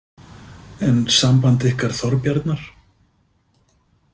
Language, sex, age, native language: Icelandic, male, 50-59, Icelandic